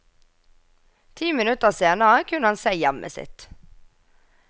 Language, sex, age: Norwegian, female, 24